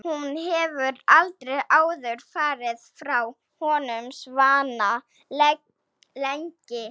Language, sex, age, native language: Icelandic, female, 20-29, Slovak